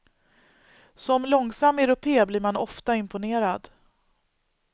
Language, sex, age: Swedish, female, 39